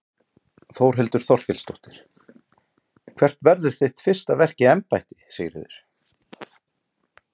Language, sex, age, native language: Icelandic, male, 40-49, Icelandic